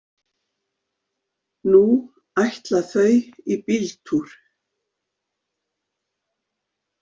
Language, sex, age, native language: Icelandic, female, 50-59, Icelandic